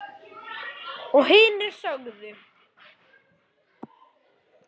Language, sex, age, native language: Icelandic, male, 10, Icelandic